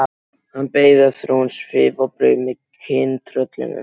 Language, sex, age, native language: Icelandic, male, 12, Icelandic